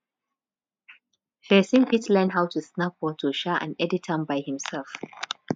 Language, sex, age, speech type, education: Nigerian Pidgin, female, 15-29, spontaneous, tertiary